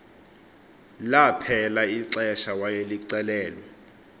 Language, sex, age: Xhosa, male, 24